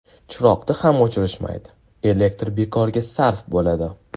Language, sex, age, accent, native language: Uzbek, male, 18-24, Toshkent shahri, Uzbek